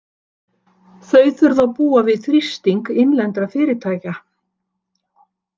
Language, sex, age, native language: Icelandic, female, 60-69, Icelandic